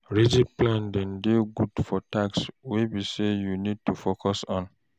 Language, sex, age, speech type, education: Nigerian Pidgin, male, 46-60, read, tertiary